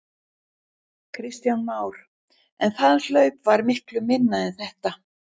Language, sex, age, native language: Icelandic, female, 60-69, Icelandic